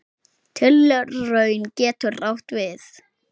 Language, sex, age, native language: Icelandic, male, 8, Icelandic